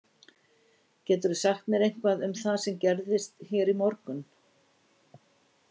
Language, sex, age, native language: Icelandic, female, 60-69, Icelandic